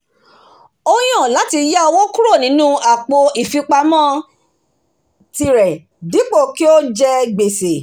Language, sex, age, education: Yoruba, female, 46-60, tertiary